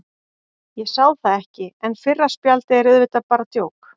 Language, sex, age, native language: Icelandic, female, 40-49, Icelandic